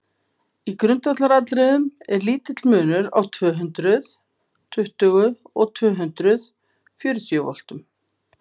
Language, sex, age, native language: Icelandic, female, 50-59, Icelandic